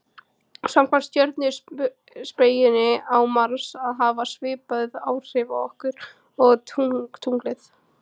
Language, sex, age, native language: Icelandic, female, 18-19, Icelandic